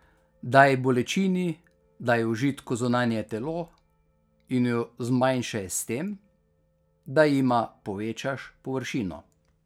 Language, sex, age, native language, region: Slovenian, male, 50-59, Slovenian, Carinthia region